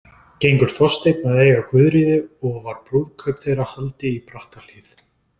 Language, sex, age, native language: Icelandic, male, 20-29, Icelandic